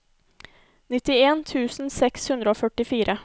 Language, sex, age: Norwegian, female, 24